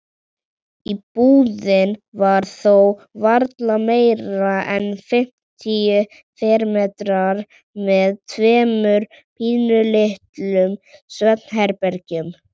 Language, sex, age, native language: Icelandic, male, 40-49, Icelandic